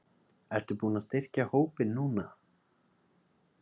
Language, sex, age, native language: Icelandic, male, 30-39, Icelandic